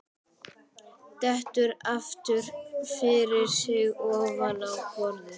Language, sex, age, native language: Icelandic, male, 12, Icelandic